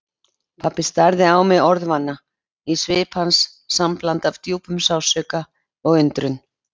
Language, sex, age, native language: Icelandic, female, 30-39, Icelandic